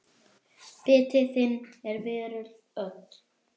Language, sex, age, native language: Icelandic, female, 10, Icelandic